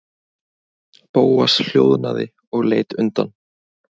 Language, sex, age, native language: Icelandic, male, 20-29, Icelandic